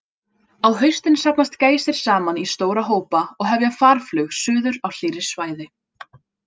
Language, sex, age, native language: Icelandic, female, 20-29, Icelandic